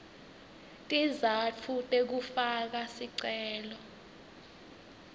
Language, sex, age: Swati, female, 19